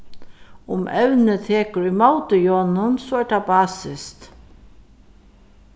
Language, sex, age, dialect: Faroese, female, 36-60, Suðurstreymoy